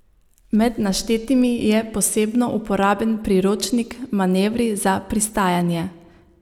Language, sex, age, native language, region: Slovenian, female, 30-49, Slovenian, Savinja region